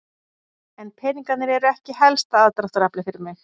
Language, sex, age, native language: Icelandic, female, 40-49, Icelandic